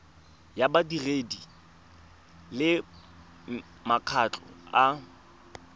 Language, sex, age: Tswana, male, 22